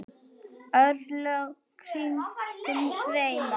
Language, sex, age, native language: Icelandic, female, 9, Icelandic